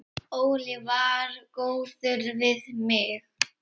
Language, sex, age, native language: Icelandic, female, 8, Icelandic